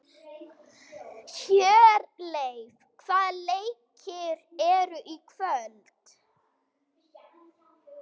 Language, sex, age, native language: Icelandic, female, 11, Icelandic